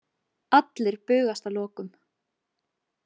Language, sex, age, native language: Icelandic, female, 20-29, Icelandic